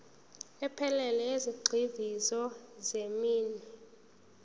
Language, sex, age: Zulu, female, 19